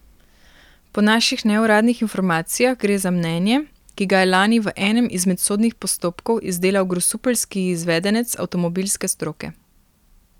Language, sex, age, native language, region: Slovenian, female, 18-29, Slovenian, Primorsko-notranjska region